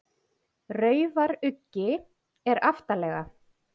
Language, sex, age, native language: Icelandic, female, 40-49, Icelandic